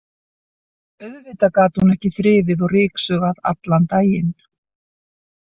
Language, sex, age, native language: Icelandic, female, 60-69, Icelandic